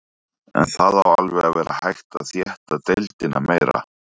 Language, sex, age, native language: Icelandic, male, 40-49, Icelandic